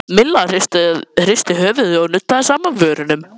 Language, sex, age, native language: Icelandic, male, 11, Icelandic